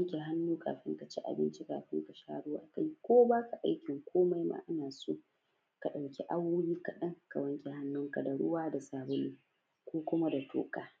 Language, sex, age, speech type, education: Hausa, female, 15-29, spontaneous, primary